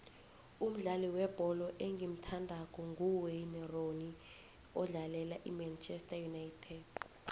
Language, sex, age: South Ndebele, female, 20